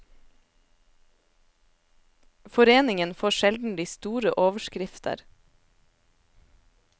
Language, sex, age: Norwegian, female, 27